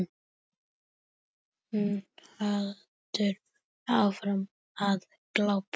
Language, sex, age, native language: Icelandic, female, 7, Icelandic